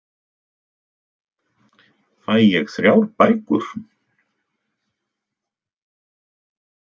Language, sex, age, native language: Icelandic, male, 60-69, Icelandic